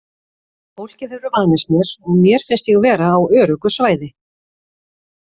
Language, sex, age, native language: Icelandic, female, 40-49, Icelandic